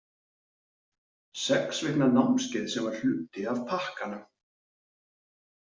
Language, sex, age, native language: Icelandic, male, 40-49, Icelandic